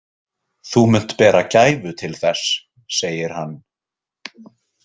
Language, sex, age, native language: Icelandic, male, 20-29, Icelandic